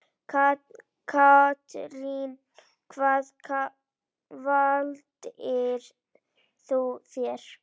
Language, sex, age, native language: Icelandic, female, 9, Icelandic